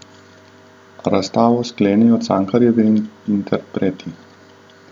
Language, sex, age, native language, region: Slovenian, male, 30-49, Slovenian, Southeast Slovenia